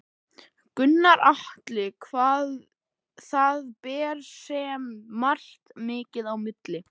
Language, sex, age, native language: Icelandic, male, 11, Icelandic